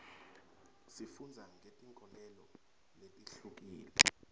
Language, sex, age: Swati, male, 21